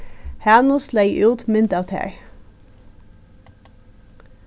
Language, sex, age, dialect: Faroese, female, 36-60, Suðurstreymoy